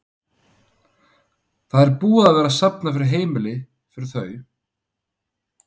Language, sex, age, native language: Icelandic, male, 30-39, Icelandic